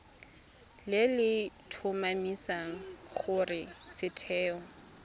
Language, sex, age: Tswana, female, 24